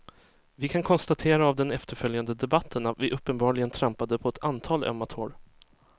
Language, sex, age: Swedish, male, 23